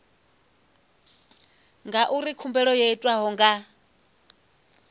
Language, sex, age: Venda, female, 24